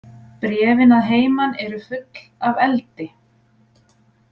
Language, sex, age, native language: Icelandic, female, 40-49, Icelandic